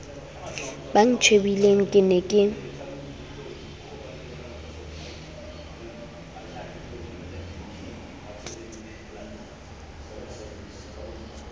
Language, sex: Southern Sotho, female